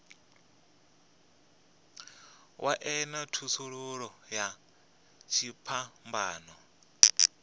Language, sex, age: Venda, male, 25